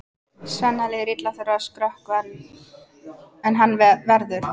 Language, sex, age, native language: Icelandic, female, 14, Icelandic